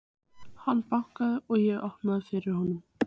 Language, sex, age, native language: Icelandic, female, 15, Icelandic